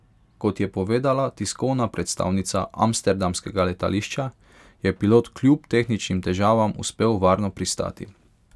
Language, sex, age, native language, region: Slovenian, male, 18-29, Hungarian, Pomurje region